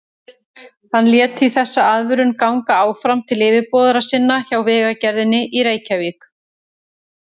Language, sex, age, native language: Icelandic, female, 30-39, Icelandic